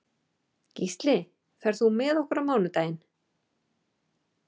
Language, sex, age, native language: Icelandic, female, 40-49, Icelandic